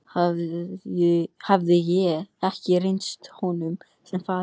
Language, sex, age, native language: Icelandic, male, 13, English